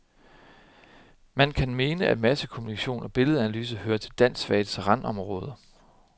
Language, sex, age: Danish, male, 30